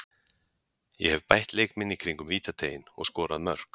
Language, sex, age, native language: Icelandic, male, 40-49, Icelandic